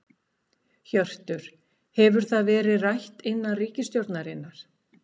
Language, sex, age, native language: Icelandic, female, 60-69, Icelandic